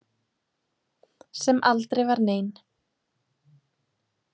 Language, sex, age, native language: Icelandic, female, 20-29, Icelandic